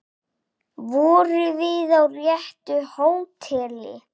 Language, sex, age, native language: Icelandic, male, 7, Icelandic